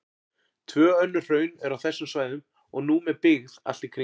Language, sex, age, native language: Icelandic, male, 40-49, Icelandic